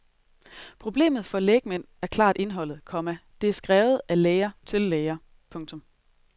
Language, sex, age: Danish, female, 30